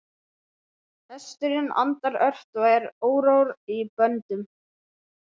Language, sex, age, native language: Icelandic, male, 11, Icelandic